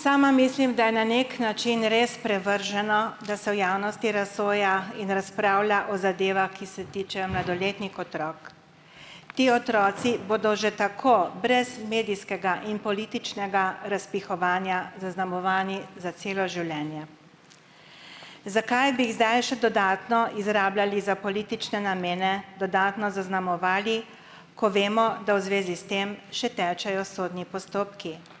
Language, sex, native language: Slovenian, female, Slovenian